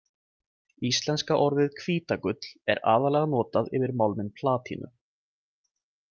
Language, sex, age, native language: Icelandic, male, 20-29, Icelandic